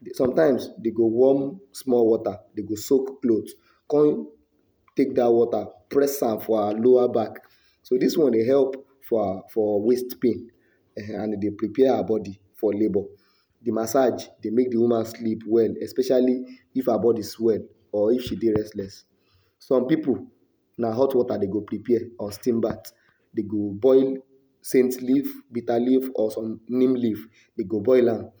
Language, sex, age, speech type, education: Nigerian Pidgin, male, 60+, spontaneous, tertiary